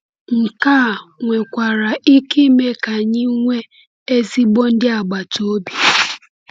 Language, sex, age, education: Igbo, female, 15-29, tertiary